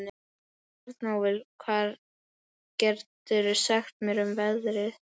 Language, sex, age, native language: Icelandic, female, 12, Icelandic